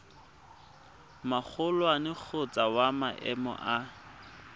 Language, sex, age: Tswana, male, 24